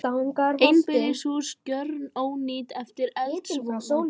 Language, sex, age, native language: Icelandic, male, 18-19, Icelandic